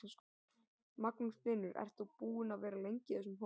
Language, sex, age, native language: Icelandic, male, 18-19, Icelandic